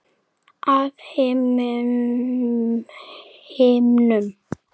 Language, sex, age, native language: Icelandic, female, 10, Icelandic